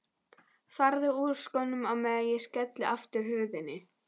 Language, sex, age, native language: Icelandic, female, 11, Icelandic